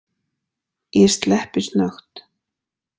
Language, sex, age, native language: Icelandic, female, 40-49, Icelandic